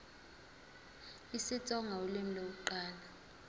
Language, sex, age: Zulu, female, 20